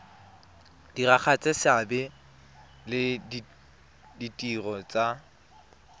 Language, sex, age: Tswana, male, 23